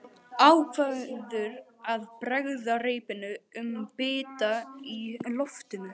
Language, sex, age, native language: Icelandic, male, 12, Icelandic